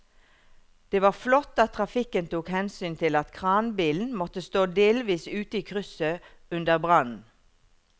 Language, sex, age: Norwegian, female, 51